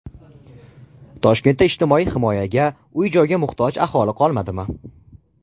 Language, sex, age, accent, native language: Uzbek, male, under 19, Farg'ona, Uzbek